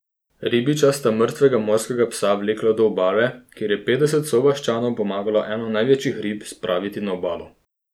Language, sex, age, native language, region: Slovenian, male, 30-49, Slovenian, Posavska region